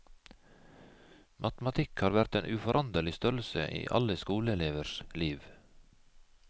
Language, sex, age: Norwegian, male, 51